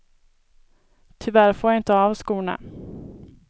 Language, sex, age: Swedish, female, 24